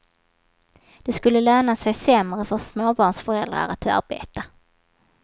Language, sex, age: Swedish, female, 27